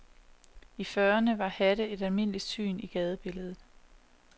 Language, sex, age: Danish, female, 27